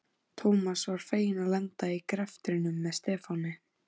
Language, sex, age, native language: Icelandic, female, 14, Icelandic